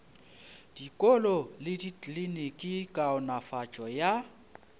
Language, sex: Northern Sotho, male